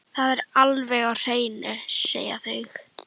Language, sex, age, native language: Icelandic, female, 11, Icelandic